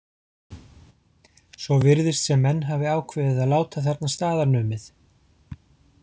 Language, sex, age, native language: Icelandic, male, 40-49, Icelandic